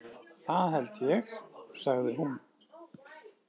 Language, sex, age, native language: Icelandic, male, 40-49, Icelandic